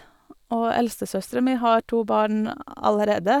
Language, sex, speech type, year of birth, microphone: Norwegian, female, spontaneous, 1986, Sennheiser